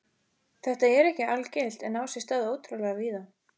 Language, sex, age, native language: Icelandic, female, 14, Icelandic